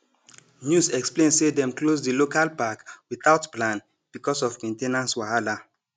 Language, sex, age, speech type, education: Nigerian Pidgin, male, 30-45, spontaneous, tertiary